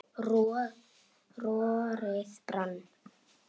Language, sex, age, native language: Icelandic, male, 8, Icelandic